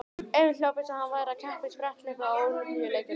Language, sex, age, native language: Icelandic, female, 18-19, Icelandic